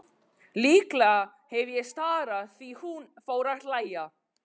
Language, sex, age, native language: Icelandic, male, 12, Icelandic